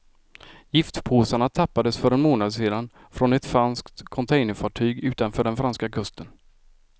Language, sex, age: Swedish, male, 46